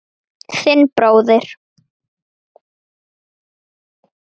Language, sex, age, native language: Icelandic, female, 9, Icelandic